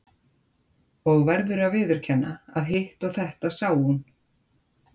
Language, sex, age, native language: Icelandic, female, 50-59, Icelandic